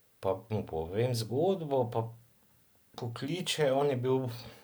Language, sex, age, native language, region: Slovenian, male, 50-59, Slovenian, Drava region